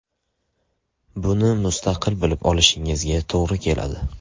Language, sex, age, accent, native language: Uzbek, male, 18-24, Andijon, Uzbek